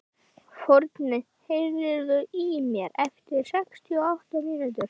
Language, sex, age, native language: Icelandic, female, 12, Icelandic